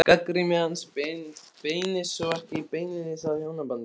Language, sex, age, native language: Icelandic, male, 15, Icelandic